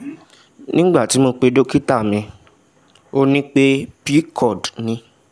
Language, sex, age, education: Yoruba, male, 15-29, tertiary